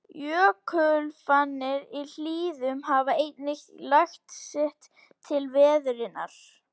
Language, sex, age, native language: Icelandic, female, 18-19, Icelandic